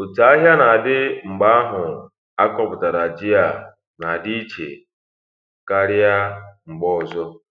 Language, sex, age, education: Igbo, male, 15-29, primary